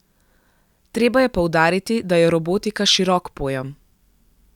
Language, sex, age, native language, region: Slovenian, female, 18-29, Slovenian, Gorenjska region